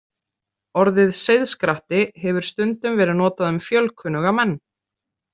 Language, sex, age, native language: Icelandic, female, 30-39, Icelandic